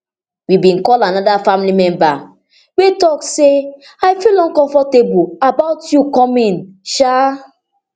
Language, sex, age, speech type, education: Nigerian Pidgin, female, 30-45, spontaneous, tertiary